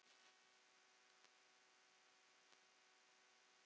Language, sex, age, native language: Icelandic, female, 9, Icelandic